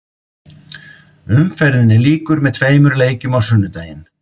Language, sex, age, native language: Icelandic, male, 50-59, Icelandic